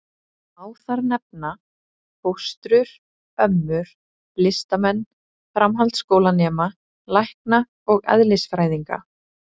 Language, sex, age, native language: Icelandic, female, 30-39, Icelandic